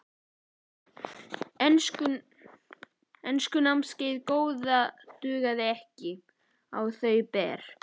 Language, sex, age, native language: Icelandic, male, 11, Icelandic